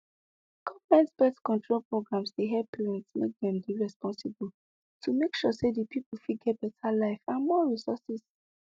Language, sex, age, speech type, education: Nigerian Pidgin, female, 15-29, spontaneous, tertiary